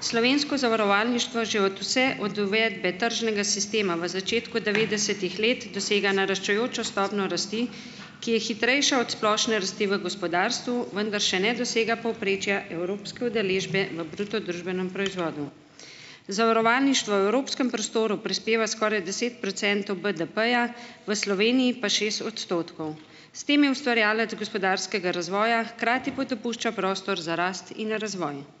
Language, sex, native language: Slovenian, female, Slovenian